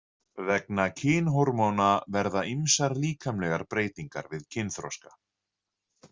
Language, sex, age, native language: Icelandic, male, 40-49, Icelandic